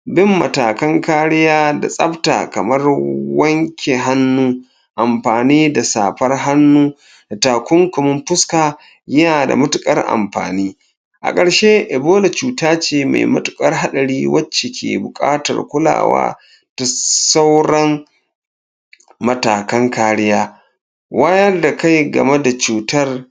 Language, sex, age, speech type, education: Hausa, male, 46-60, spontaneous, tertiary